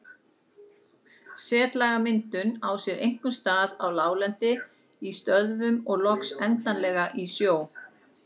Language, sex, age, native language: Icelandic, female, 40-49, Icelandic